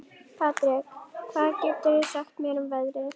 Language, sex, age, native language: Icelandic, female, 11, Icelandic